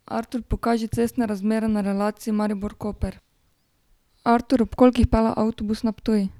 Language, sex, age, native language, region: Slovenian, female, 18-29, Slovenian, Drava region